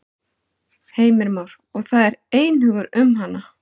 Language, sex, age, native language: Icelandic, male, 11, Icelandic